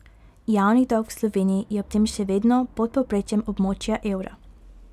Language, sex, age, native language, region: Slovenian, female, 18-29, Slovenian, Pomurje region